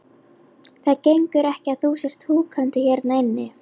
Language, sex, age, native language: Icelandic, female, 11, Icelandic